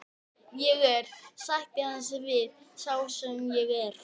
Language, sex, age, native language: Icelandic, female, 11, Icelandic